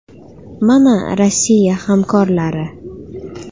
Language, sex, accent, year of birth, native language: Uzbek, female, Farg'ona, 2000, Uzbek